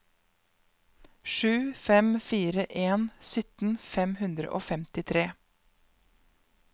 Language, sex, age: Norwegian, female, 31